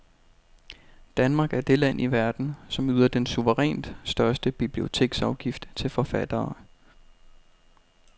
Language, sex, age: Danish, male, 32